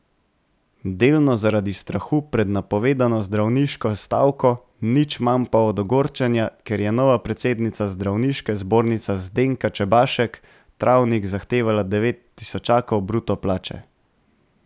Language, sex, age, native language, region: Slovenian, male, 18-29, Slovenian, Central Slovenia